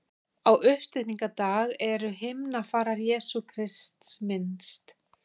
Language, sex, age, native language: Icelandic, female, 50-59, Icelandic